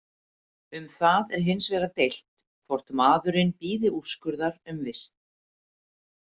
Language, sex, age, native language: Icelandic, female, 50-59, Icelandic